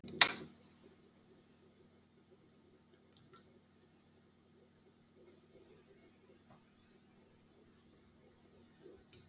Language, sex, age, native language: Icelandic, female, 70-79, Icelandic